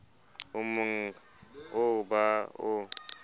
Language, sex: Southern Sotho, male